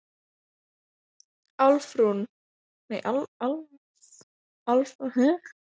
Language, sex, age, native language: Icelandic, female, 12, Icelandic